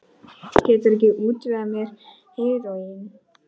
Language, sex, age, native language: Icelandic, male, 9, Icelandic